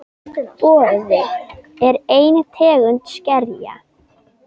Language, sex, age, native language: Icelandic, female, 10, Icelandic